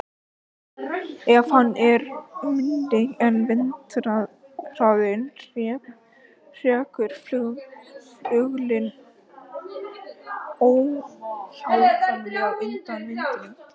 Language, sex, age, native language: Icelandic, male, 18-19, Icelandic